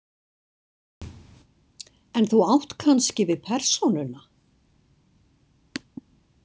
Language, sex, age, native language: Icelandic, female, 60-69, Icelandic